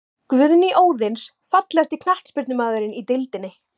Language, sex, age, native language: Icelandic, female, 18-19, Icelandic